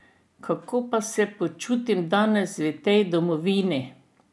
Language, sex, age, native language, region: Slovenian, female, 60+, Slovenian, Drava region